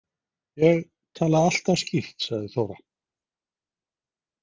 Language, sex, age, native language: Icelandic, male, 50-59, Icelandic